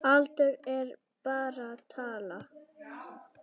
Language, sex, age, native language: Icelandic, female, 7, Icelandic